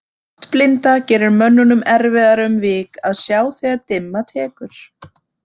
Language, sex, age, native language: Icelandic, female, 30-39, Icelandic